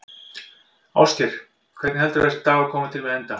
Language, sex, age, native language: Icelandic, male, 50-59, Icelandic